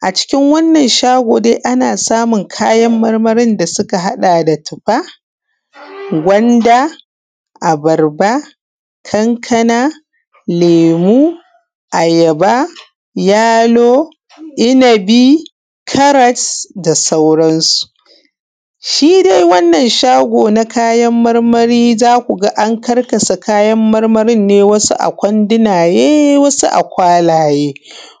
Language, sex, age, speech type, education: Hausa, female, 15-29, spontaneous, tertiary